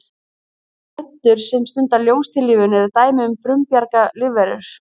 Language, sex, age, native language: Icelandic, female, 30-39, Icelandic